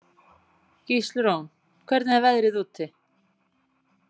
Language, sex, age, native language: Icelandic, female, 40-49, Icelandic